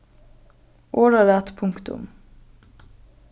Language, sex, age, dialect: Faroese, female, 15-35, Norðurstreymoy/Eysturoy